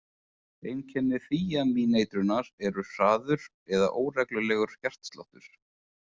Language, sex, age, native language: Icelandic, male, 20-29, Icelandic